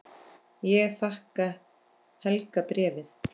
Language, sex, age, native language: Icelandic, female, 10, Icelandic